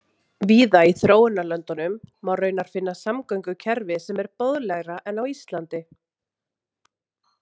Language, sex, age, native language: Icelandic, female, 30-39, Icelandic